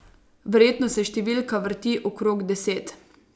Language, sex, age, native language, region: Slovenian, female, 18-29, Slovenian, Savinja region